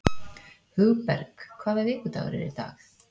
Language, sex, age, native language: Icelandic, female, 40-49, Icelandic